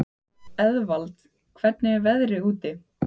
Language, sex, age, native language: Icelandic, female, 15, Icelandic